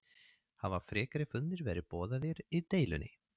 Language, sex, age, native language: Icelandic, male, 30-39, Swedish